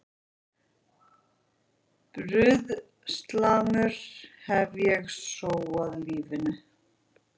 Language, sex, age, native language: Icelandic, female, 40-49, Icelandic